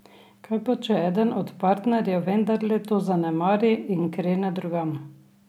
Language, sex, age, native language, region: Slovenian, female, 60+, Slovenian, Drava region